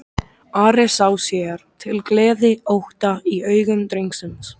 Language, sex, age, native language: Icelandic, male, 13, Icelandic